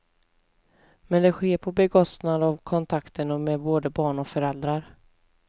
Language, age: Swedish, 20